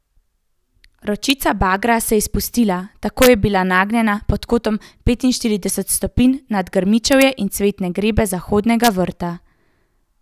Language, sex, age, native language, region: Slovenian, female, 18-29, Slovenian, Central Slovenia